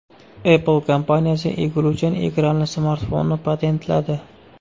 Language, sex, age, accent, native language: Uzbek, male, 25-34, Xorazm, Uzbek